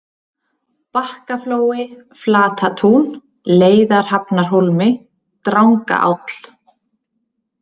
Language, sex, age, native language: Icelandic, female, 30-39, Icelandic